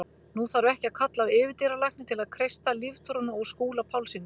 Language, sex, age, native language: Icelandic, female, 50-59, Icelandic